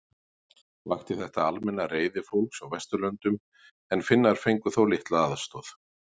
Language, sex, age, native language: Icelandic, male, 40-49, Icelandic